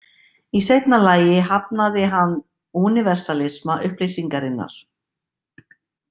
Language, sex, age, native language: Icelandic, female, 50-59, Icelandic